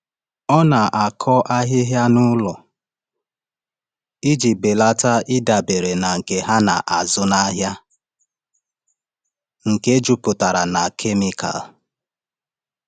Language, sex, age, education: Igbo, male, 30-45, tertiary